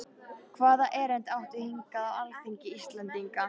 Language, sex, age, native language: Icelandic, female, 13, Icelandic